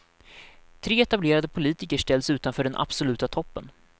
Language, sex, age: Swedish, male, 19